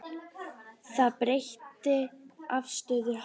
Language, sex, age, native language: Icelandic, female, 10, Icelandic